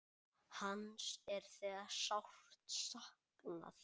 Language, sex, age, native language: Icelandic, male, 8, Icelandic